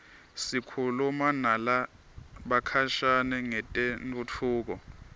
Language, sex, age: Swati, male, 23